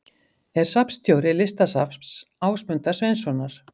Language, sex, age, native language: Icelandic, female, 50-59, Icelandic